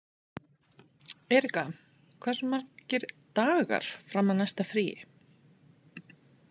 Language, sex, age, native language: Icelandic, female, 30-39, Icelandic